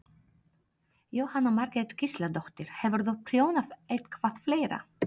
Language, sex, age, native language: Icelandic, female, 30-39, Polish